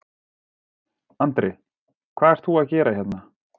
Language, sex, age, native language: Icelandic, male, 40-49, Icelandic